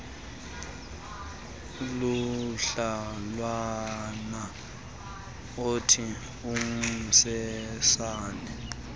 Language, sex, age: Xhosa, male, 19